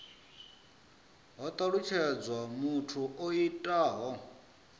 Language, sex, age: Venda, male, 34